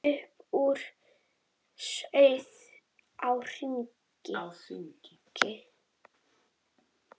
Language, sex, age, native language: Icelandic, female, 21, Icelandic